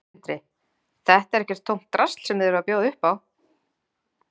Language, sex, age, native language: Icelandic, female, 30-39, Icelandic